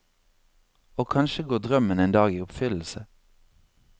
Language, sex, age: Norwegian, male, 26